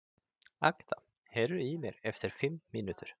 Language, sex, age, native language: Icelandic, male, 30-39, Swedish